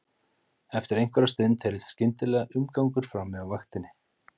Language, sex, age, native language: Icelandic, male, 30-39, Icelandic